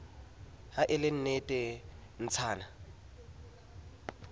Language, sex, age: Southern Sotho, male, 27